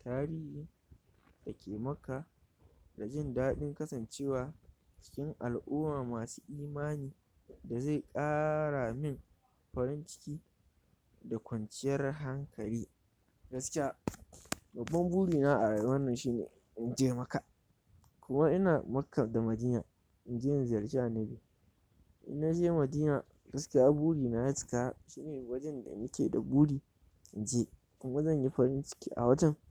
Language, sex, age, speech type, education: Hausa, male, 46-60, spontaneous, tertiary